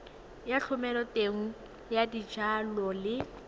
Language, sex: Tswana, female